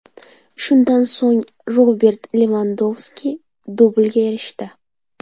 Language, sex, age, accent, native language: Uzbek, female, 18-24, Samarqand, Uzbek